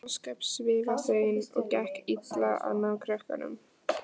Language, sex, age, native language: Icelandic, female, 14, Icelandic